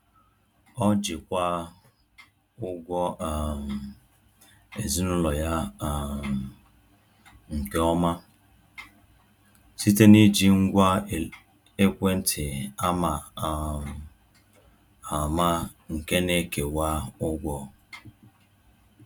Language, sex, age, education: Igbo, male, 30-45, tertiary